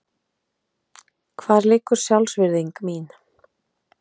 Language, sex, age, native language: Icelandic, female, 30-39, Icelandic